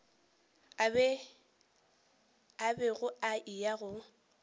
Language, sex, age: Northern Sotho, female, 18